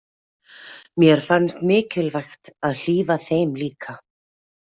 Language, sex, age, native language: Icelandic, female, 40-49, Icelandic